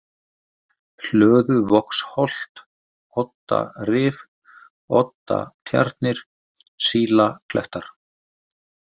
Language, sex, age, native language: Icelandic, male, 50-59, Icelandic